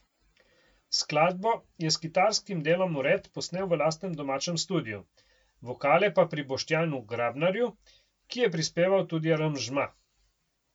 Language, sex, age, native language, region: Slovenian, male, 50-59, Slovenian, Coastal Karst region